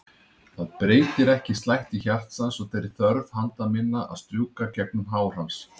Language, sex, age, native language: Icelandic, male, 30-39, Icelandic